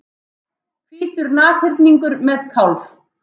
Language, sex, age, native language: Icelandic, female, 30-39, Icelandic